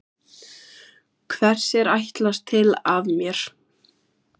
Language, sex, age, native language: Icelandic, female, 14, Icelandic